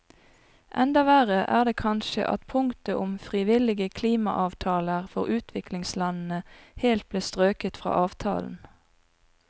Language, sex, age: Norwegian, female, 42